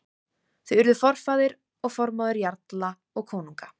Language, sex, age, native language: Icelandic, female, 18-19, Icelandic